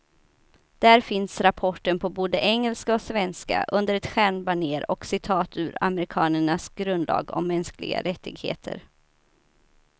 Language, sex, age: Swedish, female, 29